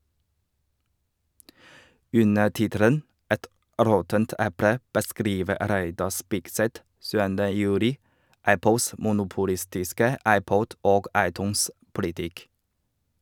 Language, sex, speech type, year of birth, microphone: Norwegian, male, read, 1985, Shure